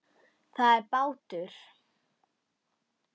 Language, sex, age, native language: Icelandic, female, 10, Icelandic